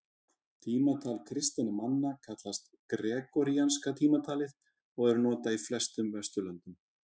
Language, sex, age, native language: Icelandic, male, 30-39, Icelandic